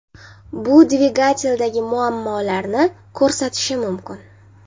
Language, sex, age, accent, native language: Uzbek, female, 19-29, Jizzax, Uzbek